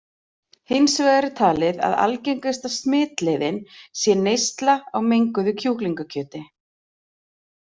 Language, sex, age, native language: Icelandic, female, 40-49, Icelandic